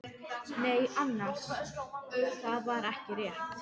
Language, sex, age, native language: Icelandic, female, 12, Icelandic